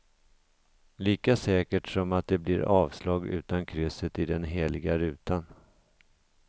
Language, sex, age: Swedish, male, 50